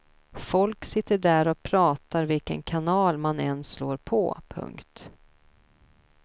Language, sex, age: Swedish, female, 32